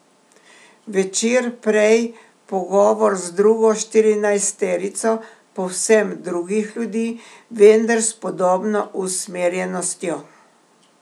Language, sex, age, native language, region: Slovenian, female, 60+, Slovenian, Primorsko-notranjska region